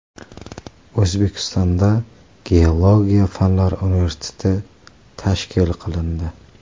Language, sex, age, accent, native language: Uzbek, male, 18-24, Qashqadaryo, Uzbek